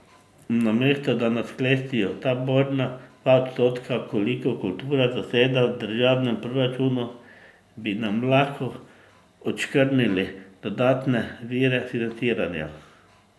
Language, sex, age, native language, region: Slovenian, male, 50-59, Slovenian, Drava region